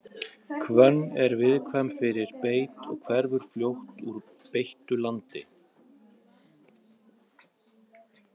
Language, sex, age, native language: Icelandic, male, 40-49, Icelandic